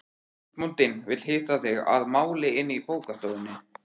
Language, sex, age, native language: Icelandic, male, 13, Icelandic